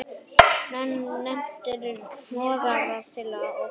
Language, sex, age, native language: Icelandic, male, 9, Icelandic